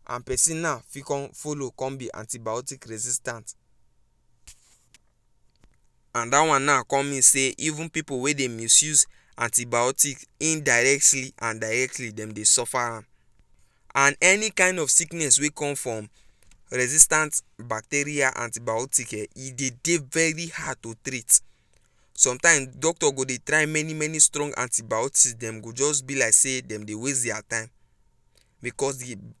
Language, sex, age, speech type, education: Nigerian Pidgin, female, 15-29, spontaneous, tertiary